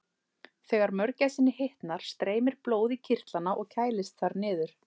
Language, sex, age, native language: Icelandic, male, 30-39, Icelandic